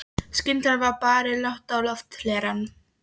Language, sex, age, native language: Icelandic, female, 13, Polish